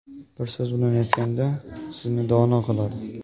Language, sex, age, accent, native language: Uzbek, male, 18-24, Jizzax, Uzbek